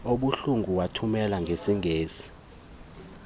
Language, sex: Xhosa, male